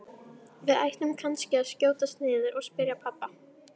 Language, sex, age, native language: Icelandic, female, 13, Icelandic